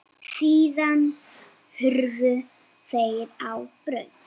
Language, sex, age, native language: Icelandic, female, 7, Icelandic